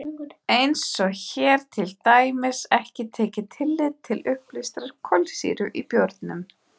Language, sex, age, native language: Icelandic, female, 30-39, Icelandic